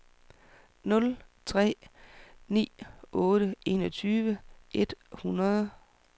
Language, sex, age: Danish, female, 44